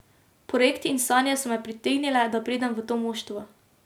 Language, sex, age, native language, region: Slovenian, female, 18-29, Slovenian, Drava region